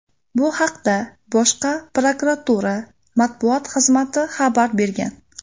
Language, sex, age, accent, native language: Uzbek, female, 18-24, Namangan, Uzbek